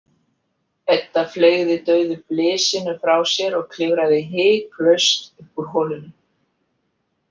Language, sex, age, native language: Icelandic, female, 50-59, Icelandic